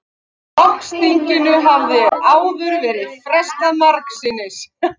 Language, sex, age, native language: Icelandic, female, 50-59, Icelandic